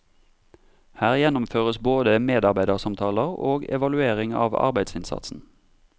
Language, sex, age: Norwegian, male, 32